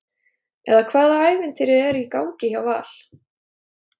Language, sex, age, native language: Icelandic, female, 30-39, Icelandic